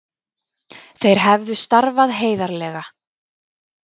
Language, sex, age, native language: Icelandic, female, 30-39, Icelandic